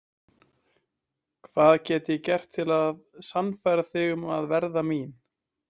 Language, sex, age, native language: Icelandic, male, 20-29, Icelandic